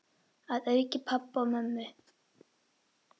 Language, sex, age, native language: Icelandic, female, 10, Icelandic